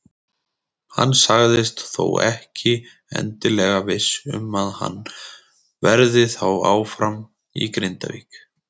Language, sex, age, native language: Icelandic, male, 20-29, Icelandic